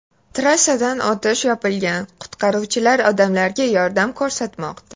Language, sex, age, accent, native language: Uzbek, female, 18-24, Toshkent shahri, Uzbek